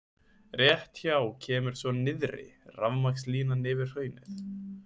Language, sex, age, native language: Icelandic, male, 20-29, Icelandic